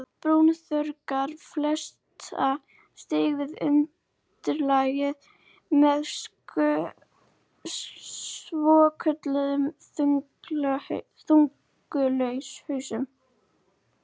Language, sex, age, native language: Icelandic, female, 30-39, Icelandic